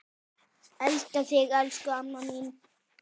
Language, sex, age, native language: Icelandic, male, 10, Icelandic